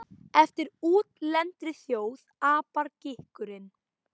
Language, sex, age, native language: Icelandic, female, 18-19, Icelandic